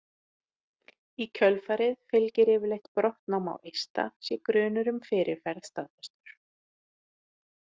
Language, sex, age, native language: Icelandic, female, 30-39, Icelandic